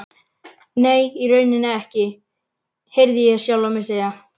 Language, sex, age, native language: Icelandic, male, 11, Icelandic